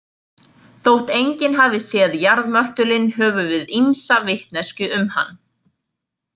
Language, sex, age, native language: Icelandic, female, 20-29, Icelandic